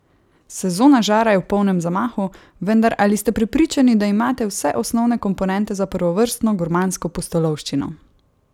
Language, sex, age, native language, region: Slovenian, female, 18-29, Slovenian, Savinja region